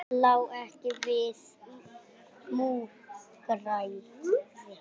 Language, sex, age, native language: Icelandic, male, 9, Icelandic